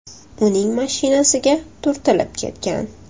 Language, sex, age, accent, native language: Uzbek, female, 18-24, Toshkent shahri, Uzbek